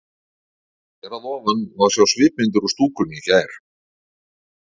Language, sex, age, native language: Icelandic, male, 40-49, Icelandic